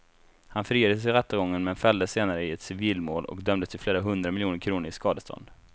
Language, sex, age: Swedish, male, 24